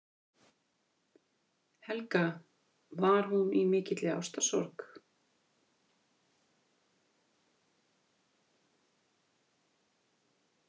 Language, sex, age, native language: Icelandic, female, 50-59, Icelandic